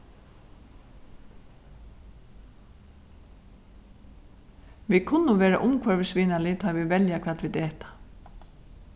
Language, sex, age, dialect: Faroese, female, 36-60, Suðurstreymoy